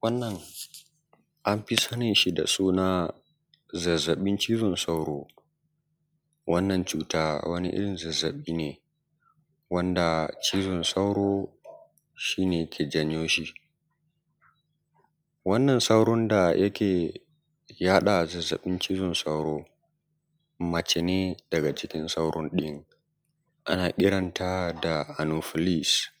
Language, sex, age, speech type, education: Hausa, male, 15-29, spontaneous, secondary